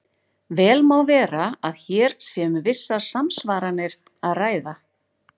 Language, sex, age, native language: Icelandic, female, 40-49, Icelandic